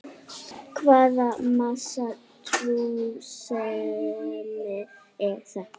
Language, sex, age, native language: Icelandic, female, 8, Icelandic